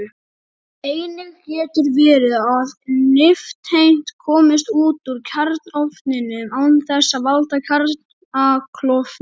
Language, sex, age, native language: Icelandic, female, 30-39, Icelandic